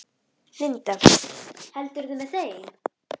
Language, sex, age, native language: Icelandic, female, 10, Icelandic